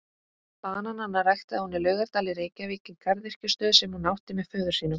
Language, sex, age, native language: Icelandic, female, 18-19, Icelandic